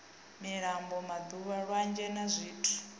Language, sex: Venda, female